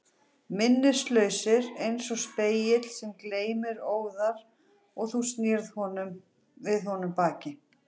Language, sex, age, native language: Icelandic, female, 40-49, Icelandic